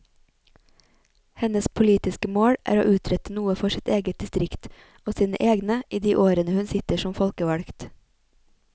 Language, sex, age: Norwegian, female, 28